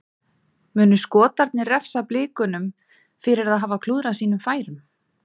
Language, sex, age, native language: Icelandic, female, 30-39, Icelandic